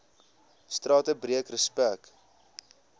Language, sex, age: Afrikaans, male, 22